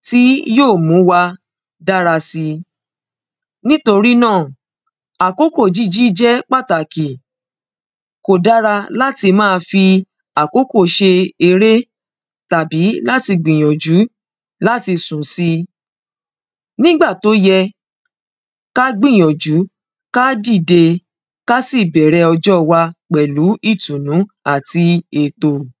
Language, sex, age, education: Yoruba, female, 30-45, secondary